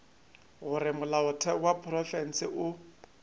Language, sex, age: Northern Sotho, male, 25